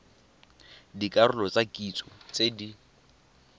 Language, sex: Tswana, male